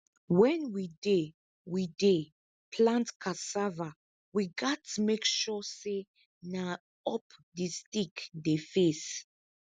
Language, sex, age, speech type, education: Nigerian Pidgin, female, 15-29, spontaneous, tertiary